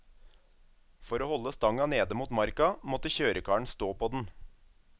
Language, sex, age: Norwegian, male, 27